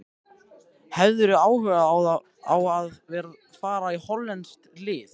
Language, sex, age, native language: Icelandic, male, 13, Icelandic